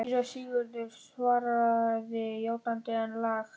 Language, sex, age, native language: Icelandic, male, 11, Icelandic